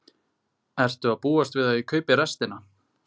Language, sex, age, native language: Icelandic, male, 20-29, Icelandic